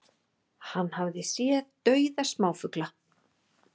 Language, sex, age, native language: Icelandic, female, 40-49, Icelandic